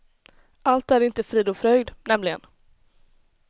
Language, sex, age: Swedish, female, 21